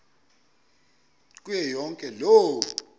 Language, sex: Xhosa, male